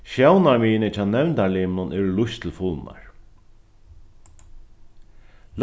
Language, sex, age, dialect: Faroese, male, 36-60, Norðurstreymoy/Eysturoy